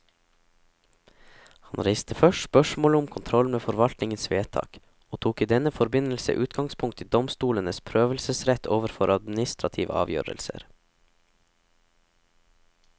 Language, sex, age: Norwegian, male, 17